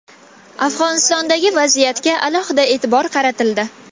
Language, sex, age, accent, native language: Uzbek, female, 19-29, Toshkent viloyati, Kazakh